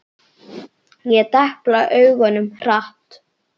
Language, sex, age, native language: Icelandic, male, 9, Icelandic